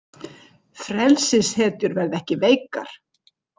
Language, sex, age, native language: Icelandic, female, 60-69, Icelandic